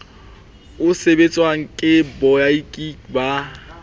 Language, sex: Southern Sotho, male